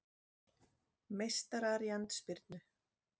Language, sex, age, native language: Icelandic, female, 40-49, Icelandic